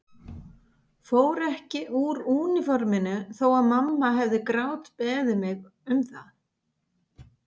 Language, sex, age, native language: Icelandic, female, 50-59, Icelandic